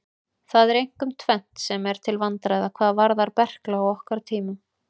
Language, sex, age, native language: Icelandic, female, 30-39, Icelandic